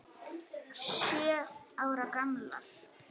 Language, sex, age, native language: Icelandic, female, 9, Icelandic